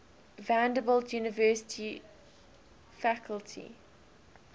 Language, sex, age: English, female, 20